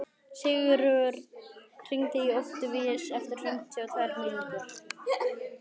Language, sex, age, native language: Icelandic, male, 18-19, Icelandic